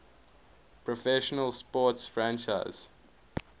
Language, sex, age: English, male, 21